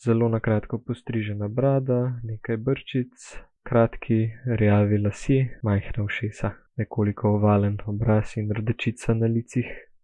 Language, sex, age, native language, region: Slovenian, male, 18-29, Slovenian, Gorica region